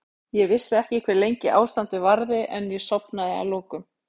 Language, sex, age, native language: Icelandic, female, 40-49, Icelandic